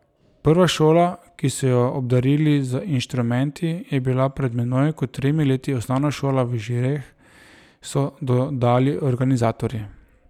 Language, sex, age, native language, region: Slovenian, male, 30-49, Slovenian, Drava region